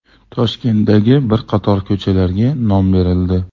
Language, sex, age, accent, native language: Uzbek, male, 35+, Farg'ona, Uzbek